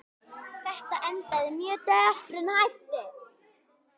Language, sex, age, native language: Icelandic, female, 10, Icelandic